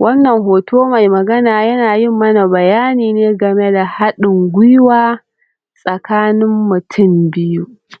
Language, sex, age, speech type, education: Hausa, female, 30-45, spontaneous, tertiary